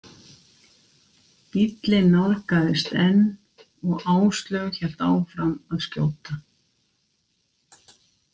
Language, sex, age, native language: Icelandic, female, 60-69, Icelandic